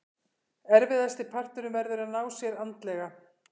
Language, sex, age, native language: Icelandic, female, 50-59, Icelandic